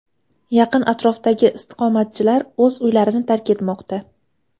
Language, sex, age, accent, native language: Uzbek, female, 18-24, Farg'ona, Uzbek